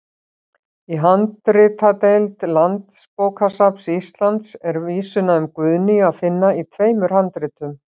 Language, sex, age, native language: Icelandic, female, 60-69, Icelandic